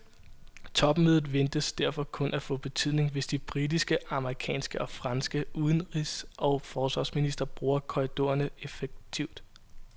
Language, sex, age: Danish, male, 22